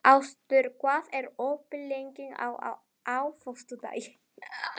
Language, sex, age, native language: Icelandic, female, 11, Spanish